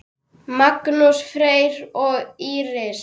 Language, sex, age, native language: Icelandic, male, 10, Icelandic